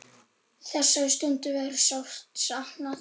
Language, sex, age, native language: Icelandic, male, 8, Icelandic